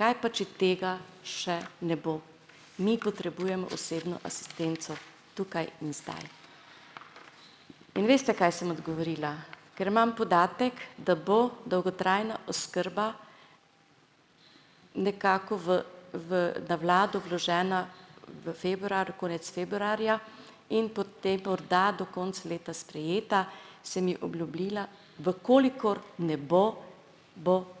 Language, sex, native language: Slovenian, female, Slovenian